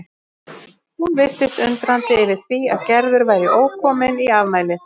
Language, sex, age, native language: Icelandic, female, 50-59, Icelandic